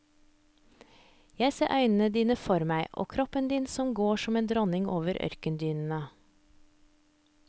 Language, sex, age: Norwegian, female, 30